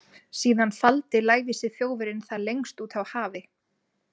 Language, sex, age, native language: Icelandic, female, 20-29, Icelandic